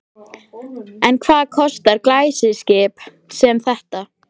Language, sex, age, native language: Icelandic, female, 13, Icelandic